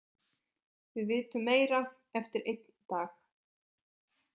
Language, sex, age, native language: Icelandic, female, 20-29, Icelandic